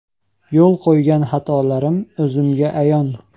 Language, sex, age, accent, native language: Uzbek, male, 18-24, Andijon, Uzbek